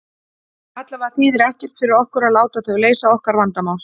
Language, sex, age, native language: Icelandic, female, 40-49, Icelandic